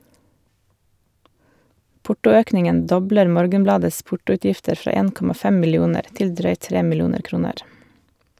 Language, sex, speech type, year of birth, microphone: Norwegian, female, read, 1978, Shure